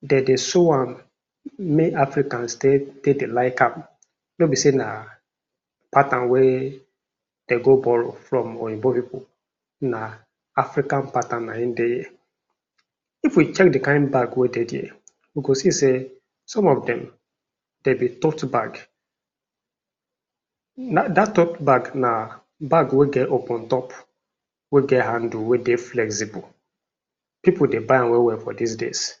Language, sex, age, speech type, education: Nigerian Pidgin, male, 46-60, spontaneous, tertiary